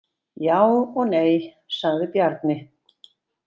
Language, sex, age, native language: Icelandic, female, 60-69, Icelandic